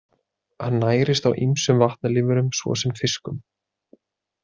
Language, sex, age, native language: Icelandic, male, 30-39, Icelandic